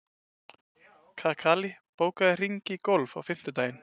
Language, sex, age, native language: Icelandic, male, 20-29, Icelandic